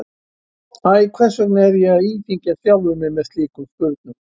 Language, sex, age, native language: Icelandic, male, 70-79, Icelandic